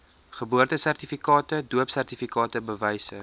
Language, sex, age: Afrikaans, male, 19